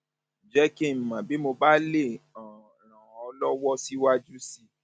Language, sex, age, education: Yoruba, male, 30-45, tertiary